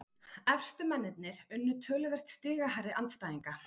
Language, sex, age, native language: Icelandic, female, 40-49, Icelandic